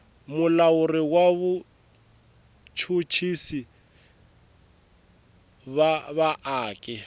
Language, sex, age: Tsonga, male, 24